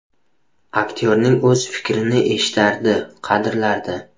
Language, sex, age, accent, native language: Uzbek, male, 19-29, Buxoro, Uzbek